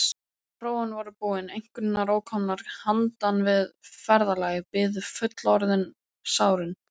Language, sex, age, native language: Icelandic, male, 12, Icelandic